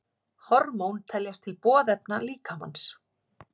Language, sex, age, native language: Icelandic, female, 40-49, Icelandic